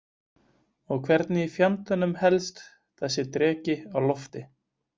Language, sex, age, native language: Icelandic, male, 20-29, Icelandic